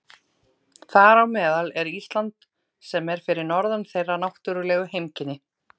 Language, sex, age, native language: Icelandic, female, 30-39, Icelandic